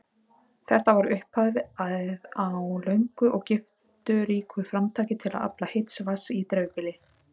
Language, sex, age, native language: Icelandic, female, 30-39, Icelandic